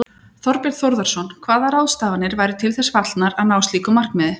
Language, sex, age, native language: Icelandic, female, 40-49, Icelandic